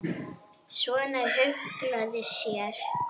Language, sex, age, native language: Icelandic, female, 10, Arabic